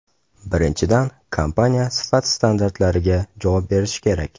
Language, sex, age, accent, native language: Uzbek, male, 18-24, Toshkent shahri, Uzbek